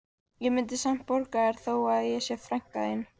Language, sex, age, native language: Icelandic, female, 18-19, Icelandic